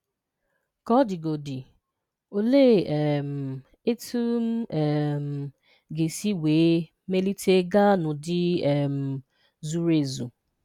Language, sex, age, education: Igbo, female, 30-45, tertiary